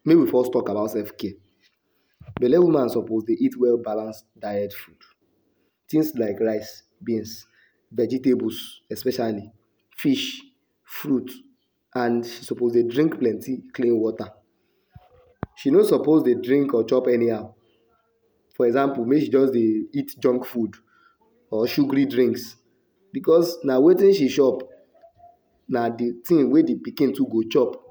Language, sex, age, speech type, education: Nigerian Pidgin, male, 60+, spontaneous, tertiary